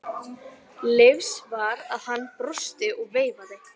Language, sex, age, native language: Icelandic, female, 11, Icelandic